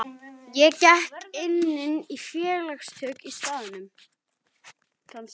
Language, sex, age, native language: Icelandic, other, 11, Icelandic